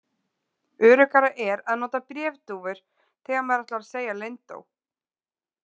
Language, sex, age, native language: Icelandic, female, 20-29, Icelandic